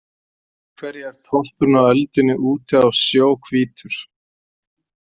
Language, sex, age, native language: Icelandic, male, 40-49, Icelandic